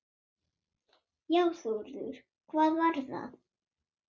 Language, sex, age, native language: Icelandic, female, 7, Swedish